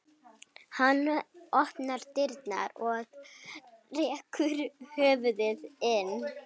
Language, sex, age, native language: Icelandic, female, 12, Icelandic